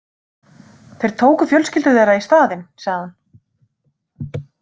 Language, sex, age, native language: Icelandic, female, 30-39, Icelandic